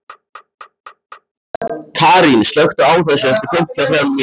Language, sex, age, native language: Icelandic, male, 14, Icelandic